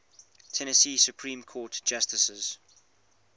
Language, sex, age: English, male, 21